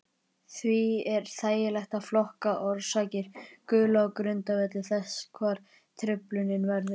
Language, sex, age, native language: Icelandic, male, 20-29, Icelandic